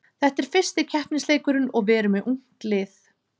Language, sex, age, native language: Icelandic, female, 30-39, Icelandic